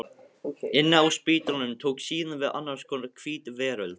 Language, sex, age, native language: Icelandic, male, 15, Icelandic